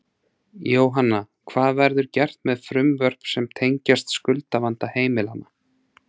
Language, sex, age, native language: Icelandic, male, 30-39, Icelandic